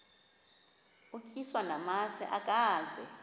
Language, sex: Xhosa, female